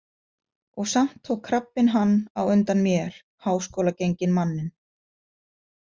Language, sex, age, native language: Icelandic, female, 50-59, Icelandic